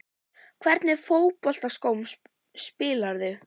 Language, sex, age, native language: Icelandic, female, 11, Icelandic